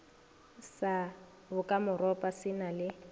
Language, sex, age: Northern Sotho, female, 21